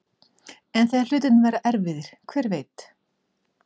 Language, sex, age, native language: Icelandic, female, 40-49, Icelandic